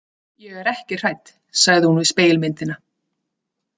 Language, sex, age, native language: Icelandic, female, 30-39, Icelandic